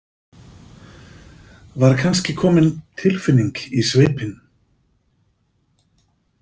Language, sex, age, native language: Icelandic, male, 50-59, Icelandic